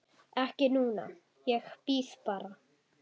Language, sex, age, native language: Icelandic, female, 10, Icelandic